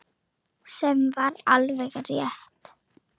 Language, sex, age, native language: Icelandic, female, 9, Icelandic